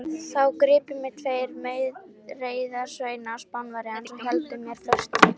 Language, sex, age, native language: Icelandic, female, 13, Icelandic